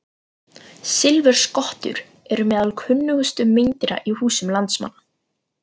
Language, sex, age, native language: Icelandic, female, 40-49, Icelandic